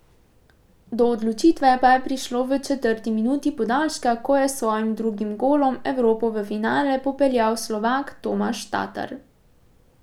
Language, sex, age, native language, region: Slovenian, female, 18-29, Slovenian, Pomurje region